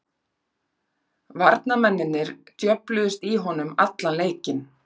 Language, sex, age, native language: Icelandic, female, 40-49, Icelandic